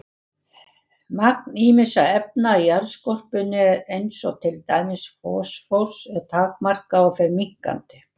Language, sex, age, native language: Icelandic, female, 70-79, Icelandic